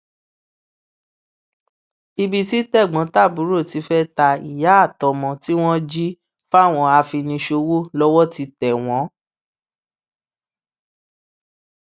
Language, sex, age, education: Yoruba, female, 30-45, tertiary